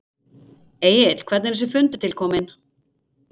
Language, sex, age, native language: Icelandic, female, 50-59, Icelandic